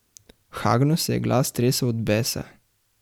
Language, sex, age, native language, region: Slovenian, male, 18-29, Slovenian, Central Slovenia